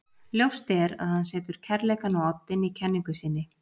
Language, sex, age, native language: Icelandic, female, 40-49, Icelandic